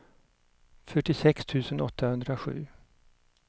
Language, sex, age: Swedish, male, 59